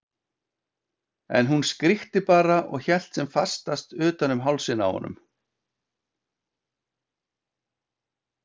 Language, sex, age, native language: Icelandic, male, 50-59, Icelandic